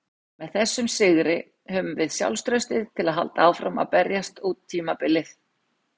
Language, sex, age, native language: Icelandic, female, 60-69, Icelandic